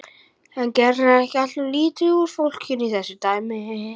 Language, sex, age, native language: Icelandic, male, 11, Icelandic